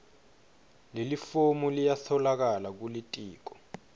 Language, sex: Swati, male